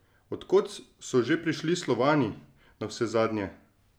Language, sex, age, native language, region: Slovenian, male, 30-49, Slovenian, Drava region